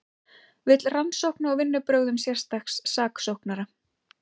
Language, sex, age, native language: Icelandic, female, 20-29, Icelandic